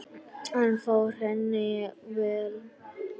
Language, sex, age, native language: Icelandic, female, 9, Icelandic